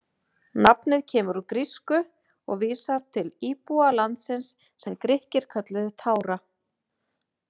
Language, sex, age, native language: Icelandic, female, 30-39, Icelandic